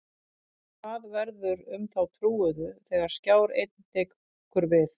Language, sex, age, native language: Icelandic, female, 50-59, Icelandic